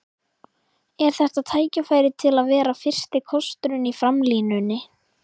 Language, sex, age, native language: Icelandic, female, 11, Icelandic